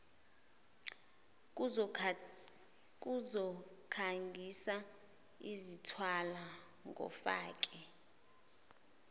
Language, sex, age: Zulu, female, 20